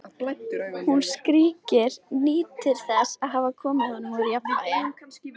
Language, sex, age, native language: Icelandic, female, 13, Icelandic